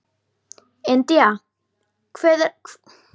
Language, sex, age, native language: Icelandic, female, 12, Icelandic